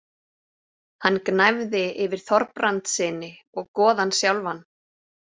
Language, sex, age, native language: Icelandic, female, 40-49, Icelandic